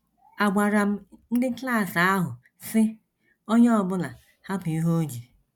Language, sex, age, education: Igbo, female, 46-60, tertiary